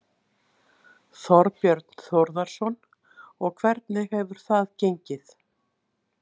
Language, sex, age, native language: Icelandic, female, 60-69, Icelandic